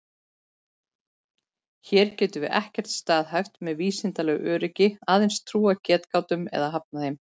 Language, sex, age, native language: Icelandic, female, 40-49, Icelandic